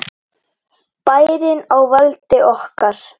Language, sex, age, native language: Icelandic, female, 8, Icelandic